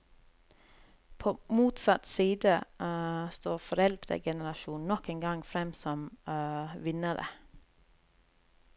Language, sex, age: Norwegian, female, 30